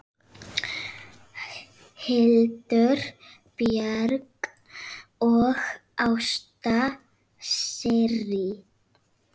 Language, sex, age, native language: Icelandic, female, 6, Icelandic